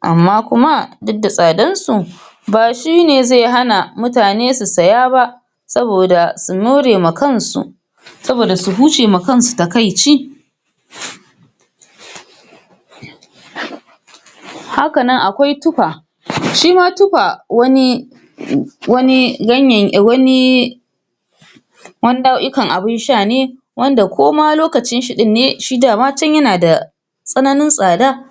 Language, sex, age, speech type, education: Hausa, female, 46-60, spontaneous, tertiary